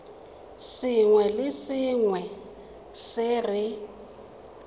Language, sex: Tswana, female